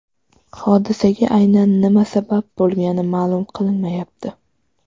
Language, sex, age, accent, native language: Uzbek, female, 12-17, Toshkent viloyati, Uzbek